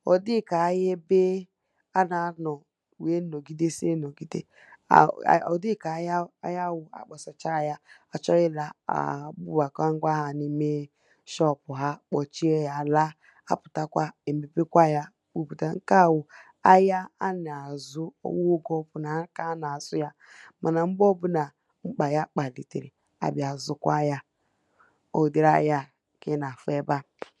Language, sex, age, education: Igbo, female, 15-29, tertiary